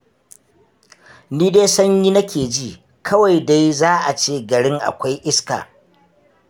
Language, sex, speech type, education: Hausa, male, spontaneous, tertiary